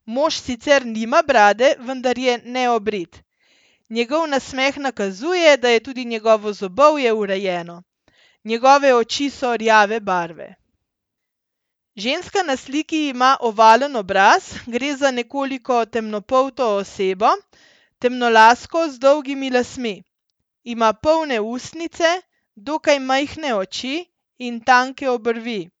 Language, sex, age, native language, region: Slovenian, female, 30-49, Slovenian, Central Slovenia